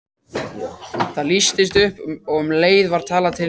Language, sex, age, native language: Icelandic, male, 14, Icelandic